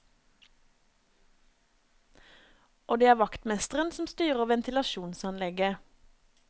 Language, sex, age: Norwegian, female, 27